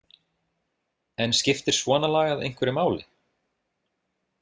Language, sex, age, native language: Icelandic, male, 30-39, Icelandic